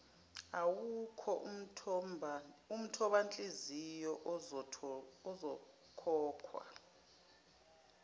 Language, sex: Zulu, female